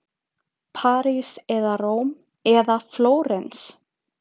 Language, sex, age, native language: Icelandic, female, 30-39, Icelandic